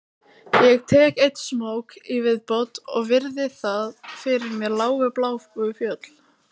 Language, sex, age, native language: Icelandic, female, 18-19, Icelandic